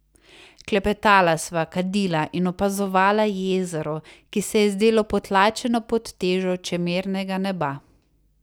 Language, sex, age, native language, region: Slovenian, female, 30-49, Slovenian, Savinja region